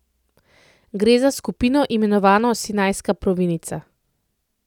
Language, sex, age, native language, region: Slovenian, female, 30-49, Slovenian, Central Slovenia